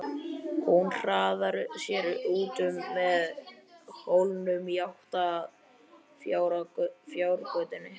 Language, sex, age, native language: Icelandic, male, 11, Icelandic